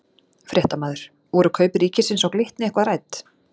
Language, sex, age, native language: Icelandic, female, 40-49, Icelandic